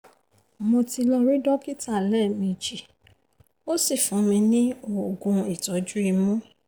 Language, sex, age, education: Yoruba, female, 30-45, tertiary